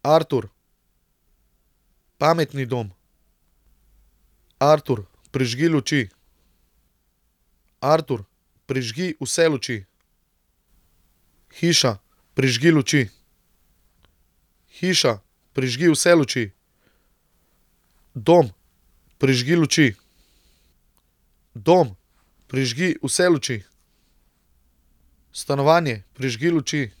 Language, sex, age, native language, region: Slovenian, male, 30-49, Slovenian, Central Slovenia